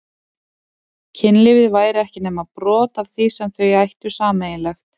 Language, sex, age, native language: Icelandic, female, 40-49, Icelandic